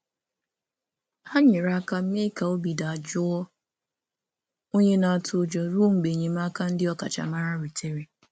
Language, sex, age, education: Igbo, male, 30-45, tertiary